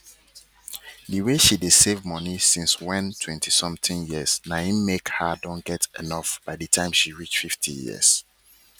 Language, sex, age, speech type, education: Nigerian Pidgin, male, 30-45, spontaneous, tertiary